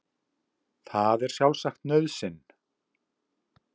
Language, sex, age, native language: Icelandic, male, 70-79, Icelandic